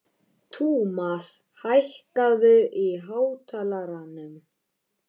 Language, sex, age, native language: Icelandic, male, 13, Icelandic